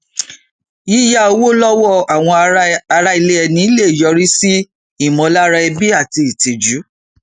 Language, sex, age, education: Yoruba, female, 46-60, tertiary